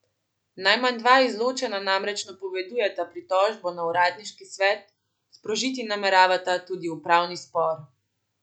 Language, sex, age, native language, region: Slovenian, female, 18-29, Slovenian, Central Slovenia